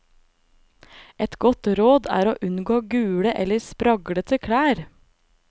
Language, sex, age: Norwegian, female, 25